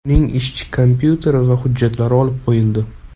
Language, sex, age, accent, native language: Uzbek, male, 18-24, Toshkent shahri, Uzbek